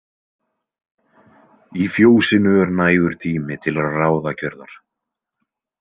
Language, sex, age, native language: Icelandic, male, 20-29, Icelandic